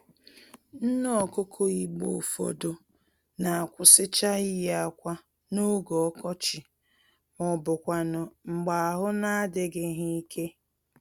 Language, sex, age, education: Igbo, female, 30-45, tertiary